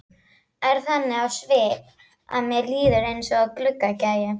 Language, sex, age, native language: Icelandic, female, 12, Icelandic